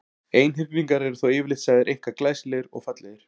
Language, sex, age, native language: Icelandic, male, 40-49, Icelandic